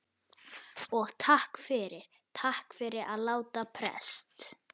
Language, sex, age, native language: Icelandic, male, 11, Icelandic